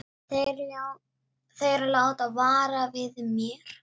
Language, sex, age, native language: Icelandic, female, 9, Icelandic